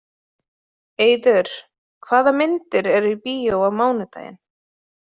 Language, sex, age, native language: Icelandic, female, 30-39, Icelandic